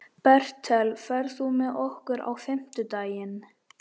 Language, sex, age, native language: Icelandic, male, 13, Icelandic